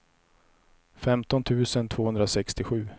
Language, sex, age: Swedish, male, 34